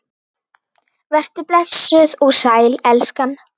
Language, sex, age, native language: Icelandic, female, 9, Icelandic